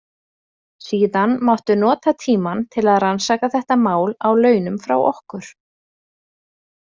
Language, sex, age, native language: Icelandic, female, 20-29, Icelandic